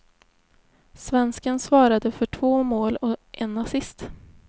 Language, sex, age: Swedish, female, 20